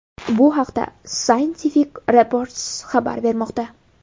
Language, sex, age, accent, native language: Uzbek, female, 18-24, Buxoro, Uzbek